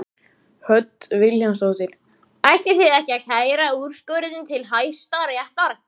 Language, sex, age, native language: Icelandic, male, 14, Icelandic